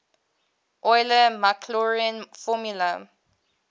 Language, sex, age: English, female, 22